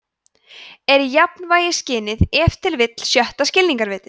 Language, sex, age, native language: Icelandic, female, 20-29, Icelandic